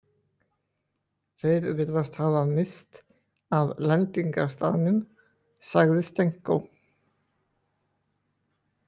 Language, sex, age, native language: Icelandic, male, 20-29, Icelandic